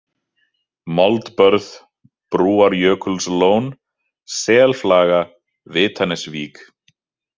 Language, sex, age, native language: Icelandic, male, 30-39, Icelandic